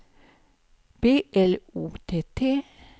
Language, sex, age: Swedish, female, 55